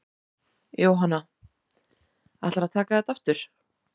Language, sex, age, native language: Icelandic, female, 30-39, Icelandic